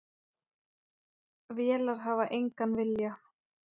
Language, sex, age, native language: Icelandic, male, 9, Icelandic